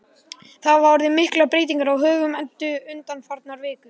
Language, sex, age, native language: Icelandic, male, 11, Icelandic